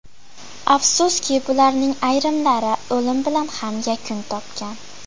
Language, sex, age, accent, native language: Uzbek, female, 12-17, Farg'ona, Uzbek